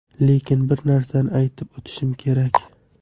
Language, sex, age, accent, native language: Uzbek, male, 18-24, Toshkent shahri, Uzbek